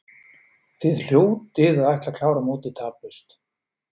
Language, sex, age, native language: Icelandic, male, 40-49, Icelandic